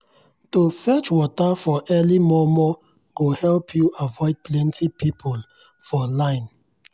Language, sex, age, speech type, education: Nigerian Pidgin, male, 30-45, spontaneous, tertiary